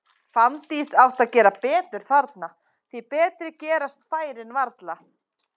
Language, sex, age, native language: Icelandic, female, 30-39, Icelandic